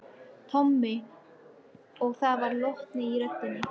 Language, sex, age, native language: Icelandic, female, 13, Icelandic